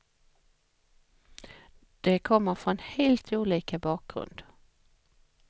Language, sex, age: Swedish, female, 44